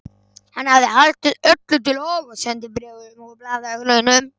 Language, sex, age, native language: Icelandic, male, 11, Icelandic